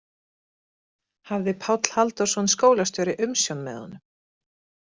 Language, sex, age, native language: Icelandic, female, 30-39, Icelandic